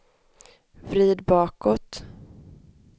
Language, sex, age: Swedish, male, 25